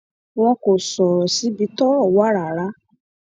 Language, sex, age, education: Yoruba, female, 15-29, tertiary